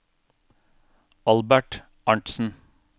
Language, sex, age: Norwegian, male, 42